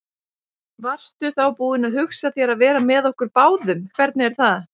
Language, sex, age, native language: Icelandic, female, 30-39, Icelandic